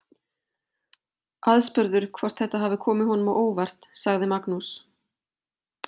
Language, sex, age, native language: Icelandic, female, 40-49, Icelandic